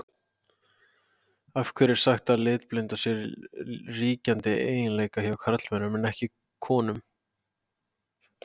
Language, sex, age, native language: Icelandic, male, 18-19, Icelandic